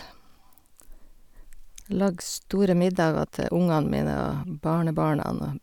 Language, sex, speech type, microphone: Norwegian, female, spontaneous, Sennheiser